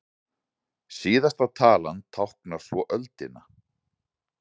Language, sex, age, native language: Icelandic, male, 40-49, Icelandic